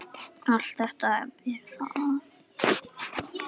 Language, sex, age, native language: Icelandic, female, 9, Icelandic